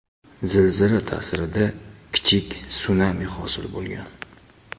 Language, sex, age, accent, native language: Uzbek, male, 19-29, Toshkent viloyati, Uzbek